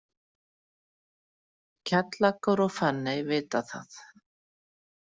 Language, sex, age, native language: Icelandic, female, 40-49, Icelandic